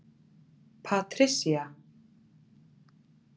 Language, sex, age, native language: Icelandic, female, 40-49, Icelandic